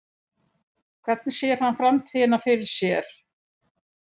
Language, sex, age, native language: Icelandic, female, 70-79, Icelandic